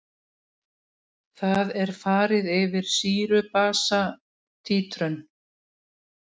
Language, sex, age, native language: Icelandic, female, 60-69, Icelandic